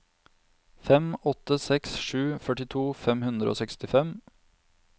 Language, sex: Norwegian, male